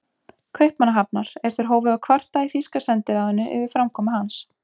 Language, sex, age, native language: Icelandic, female, 20-29, Icelandic